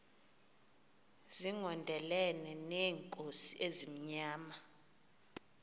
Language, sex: Xhosa, female